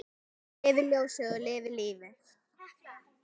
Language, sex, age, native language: Icelandic, female, 9, Icelandic